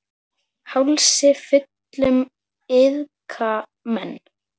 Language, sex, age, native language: Icelandic, female, 10, Icelandic